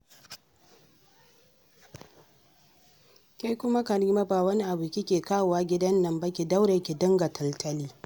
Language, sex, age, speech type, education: Hausa, female, 30-45, read, secondary